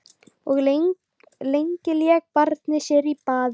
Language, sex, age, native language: Icelandic, other, 12, Icelandic